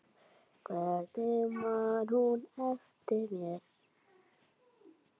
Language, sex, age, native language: Icelandic, male, 7, Icelandic